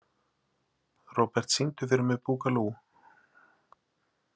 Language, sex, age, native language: Icelandic, male, 40-49, Icelandic